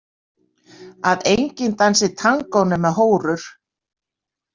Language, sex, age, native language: Icelandic, female, 60-69, Icelandic